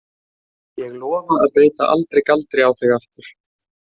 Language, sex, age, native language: Icelandic, male, 20-29, Icelandic